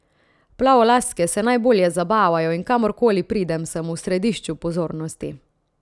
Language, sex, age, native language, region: Slovenian, female, 30-49, Slovenian, Central Slovenia